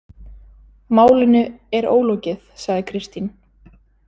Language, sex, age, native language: Icelandic, female, 20-29, Icelandic